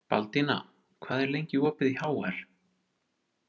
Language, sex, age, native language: Icelandic, male, 30-39, Icelandic